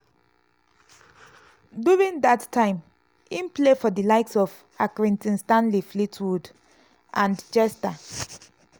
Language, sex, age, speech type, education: Nigerian Pidgin, female, 15-29, spontaneous, tertiary